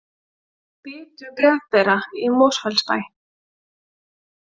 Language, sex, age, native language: Icelandic, female, 20-29, Icelandic